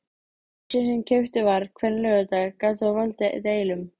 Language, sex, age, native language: Icelandic, female, 13, Icelandic